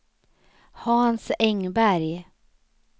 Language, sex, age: Swedish, female, 35